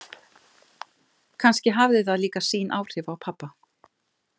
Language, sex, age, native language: Icelandic, female, 50-59, Icelandic